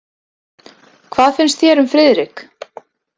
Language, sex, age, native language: Icelandic, female, 30-39, Icelandic